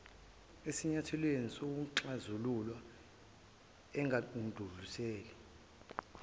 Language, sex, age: Zulu, male, 23